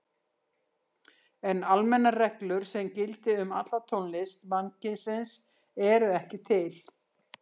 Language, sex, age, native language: Icelandic, female, 60-69, Icelandic